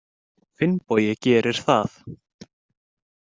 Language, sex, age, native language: Icelandic, male, 20-29, Icelandic